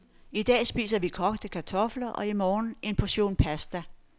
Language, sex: Danish, female